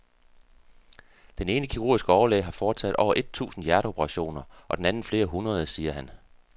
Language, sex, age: Danish, male, 48